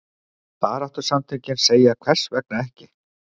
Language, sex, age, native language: Icelandic, male, 50-59, Icelandic